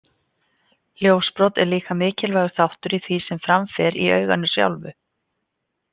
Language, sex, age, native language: Icelandic, female, 50-59, Icelandic